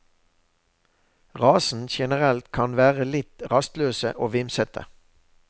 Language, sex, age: Norwegian, male, 63